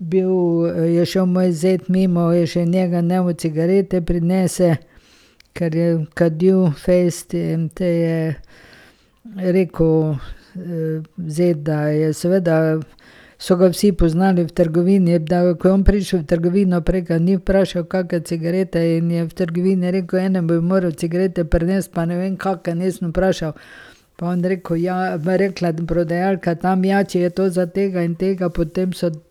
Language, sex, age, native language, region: Slovenian, female, 50-59, Slovenian, Carinthia region